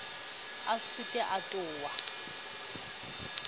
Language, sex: Southern Sotho, female